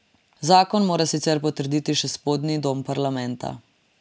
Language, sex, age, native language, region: Slovenian, female, 18-29, Slovenian, Drava region